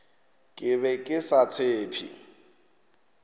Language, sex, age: Northern Sotho, male, 21